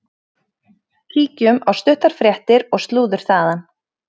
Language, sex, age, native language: Icelandic, female, 30-39, Icelandic